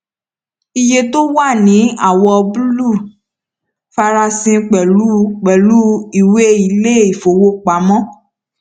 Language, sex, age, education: Yoruba, female, 15-29, tertiary